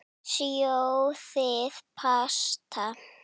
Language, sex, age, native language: Icelandic, female, 9, Icelandic